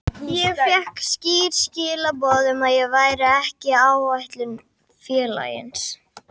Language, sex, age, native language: Icelandic, female, 50-59, Icelandic